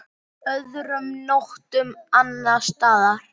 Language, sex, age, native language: Icelandic, female, 8, Icelandic